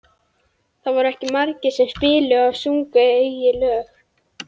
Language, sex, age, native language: Icelandic, female, 11, Icelandic